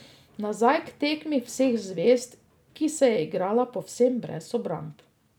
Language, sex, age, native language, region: Slovenian, female, 50-59, Slovenian, Drava region